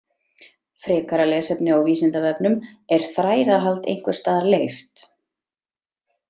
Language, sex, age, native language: Icelandic, female, 30-39, Icelandic